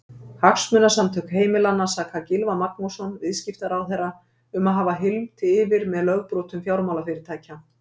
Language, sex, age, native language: Icelandic, female, 50-59, Icelandic